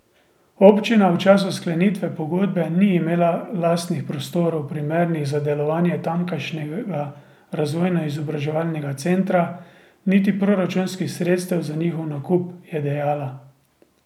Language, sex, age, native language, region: Slovenian, male, 30-49, Slovenian, Drava region